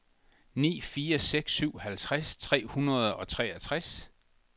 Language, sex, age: Danish, male, 62